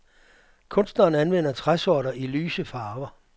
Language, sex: Danish, male